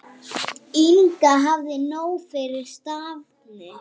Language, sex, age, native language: Icelandic, female, 7, Icelandic